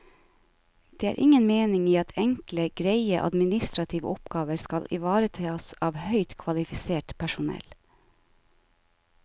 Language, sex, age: Norwegian, female, 49